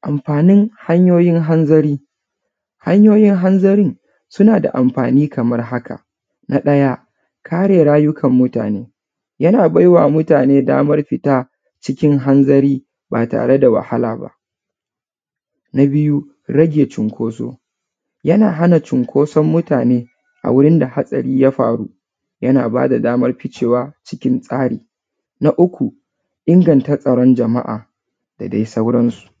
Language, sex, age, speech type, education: Hausa, female, 30-45, spontaneous, tertiary